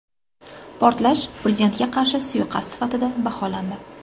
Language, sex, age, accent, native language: Uzbek, female, 25-34, Sirdaryo, Uzbek